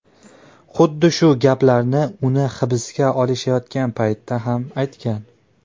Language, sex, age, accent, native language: Uzbek, male, 19-29, Andijon, Uzbek